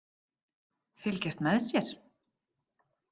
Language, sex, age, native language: Icelandic, female, 40-49, Icelandic